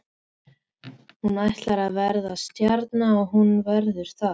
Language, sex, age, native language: Icelandic, female, 13, Icelandic